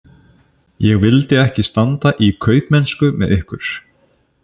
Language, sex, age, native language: Icelandic, male, 30-39, Icelandic